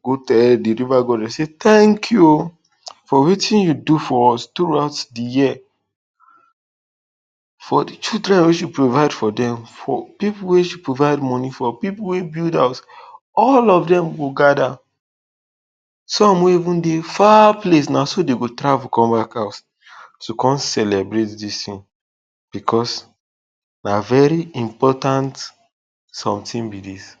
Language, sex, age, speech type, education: Nigerian Pidgin, male, 15-29, spontaneous, tertiary